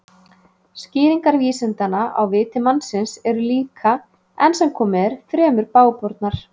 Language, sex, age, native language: Icelandic, female, 30-39, Icelandic